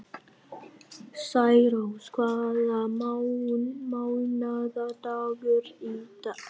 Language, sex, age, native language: Icelandic, male, 11, Vietnamese